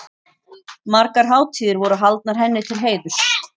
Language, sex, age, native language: Icelandic, female, 40-49, Icelandic